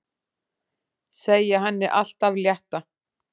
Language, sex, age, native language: Icelandic, female, 10, Icelandic